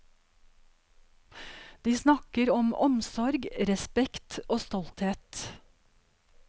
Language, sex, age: Norwegian, female, 52